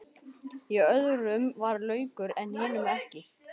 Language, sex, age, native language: Icelandic, male, 12, Icelandic